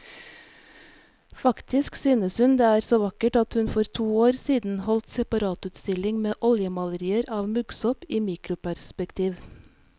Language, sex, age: Norwegian, female, 46